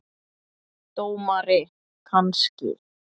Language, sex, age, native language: Icelandic, male, 8, Icelandic